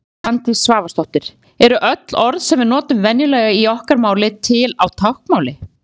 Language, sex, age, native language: Icelandic, female, 30-39, Icelandic